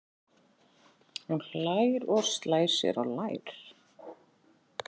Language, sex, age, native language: Icelandic, female, 40-49, Icelandic